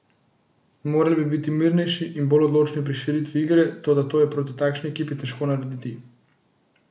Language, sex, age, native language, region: Slovenian, male, 18-29, Slovenian, Central Slovenia